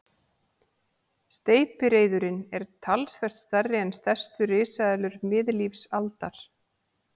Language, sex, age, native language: Icelandic, female, 40-49, Icelandic